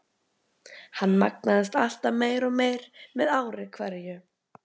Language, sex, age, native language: Icelandic, female, 12, Icelandic